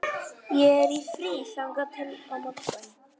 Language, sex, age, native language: Icelandic, female, 11, Icelandic